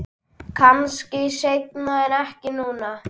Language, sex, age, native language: Icelandic, male, 10, Icelandic